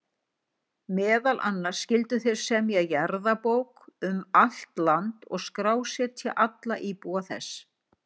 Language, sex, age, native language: Icelandic, female, 60-69, Icelandic